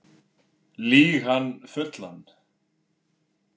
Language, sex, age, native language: Icelandic, male, 9, Icelandic